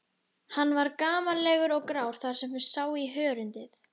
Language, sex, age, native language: Icelandic, female, 11, Icelandic